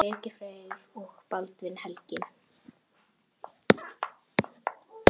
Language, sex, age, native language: Icelandic, female, 9, Icelandic